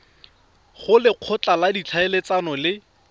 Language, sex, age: Tswana, male, 31